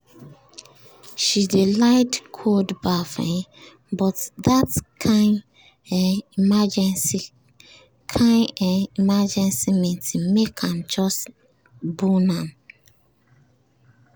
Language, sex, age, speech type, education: Nigerian Pidgin, female, 30-45, spontaneous, tertiary